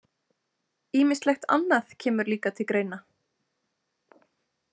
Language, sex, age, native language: Icelandic, female, 20-29, Icelandic